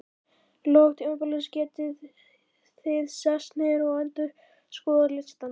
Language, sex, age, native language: Icelandic, male, 11, Icelandic